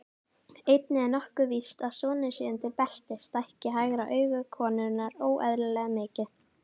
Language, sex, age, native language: Icelandic, female, 18-19, Icelandic